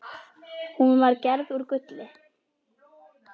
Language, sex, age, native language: Icelandic, female, 10, Icelandic